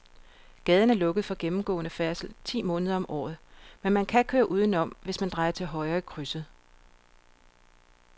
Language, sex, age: Danish, female, 42